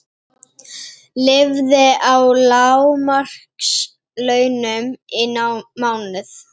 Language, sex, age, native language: Icelandic, female, 18-19, Icelandic